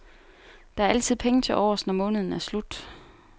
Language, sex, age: Danish, female, 29